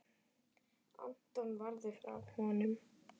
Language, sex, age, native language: Icelandic, female, 10, Icelandic